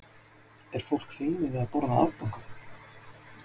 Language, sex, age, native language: Icelandic, male, 30-39, Icelandic